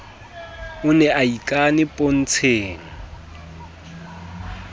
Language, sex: Southern Sotho, male